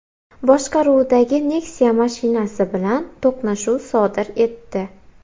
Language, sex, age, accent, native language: Uzbek, female, 18-24, Xorazm, Uzbek